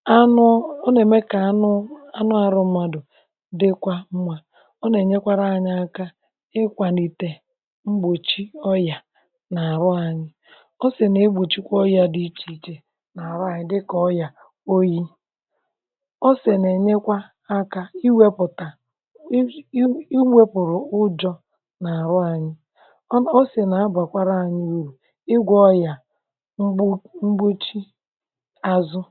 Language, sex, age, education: Igbo, female, 60+, tertiary